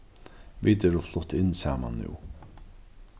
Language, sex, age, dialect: Faroese, male, 36-60, Norðurstreymoy/Eysturoy